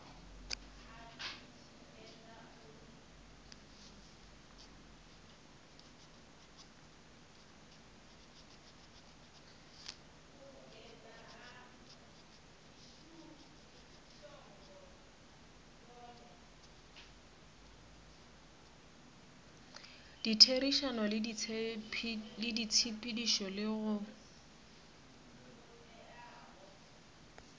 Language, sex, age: Northern Sotho, female, 27